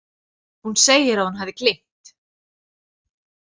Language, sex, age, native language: Icelandic, female, 40-49, Icelandic